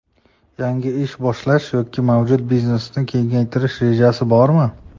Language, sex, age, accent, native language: Uzbek, male, 19-29, Toshkent shahri, Uzbek